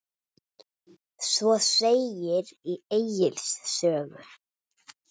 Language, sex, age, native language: Icelandic, male, 10, Icelandic